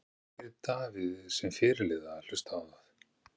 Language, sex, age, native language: Icelandic, male, 50-59, Icelandic